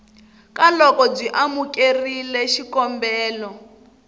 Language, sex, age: Tsonga, female, 22